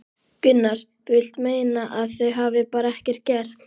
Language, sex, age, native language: Icelandic, male, 12, Icelandic